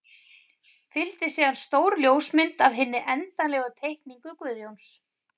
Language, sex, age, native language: Icelandic, female, 30-39, Icelandic